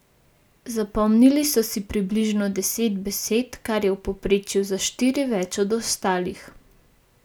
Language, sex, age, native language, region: Slovenian, female, 18-29, Slovenian, Gorenjska region